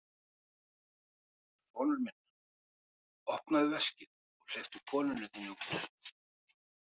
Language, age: Icelandic, 50-59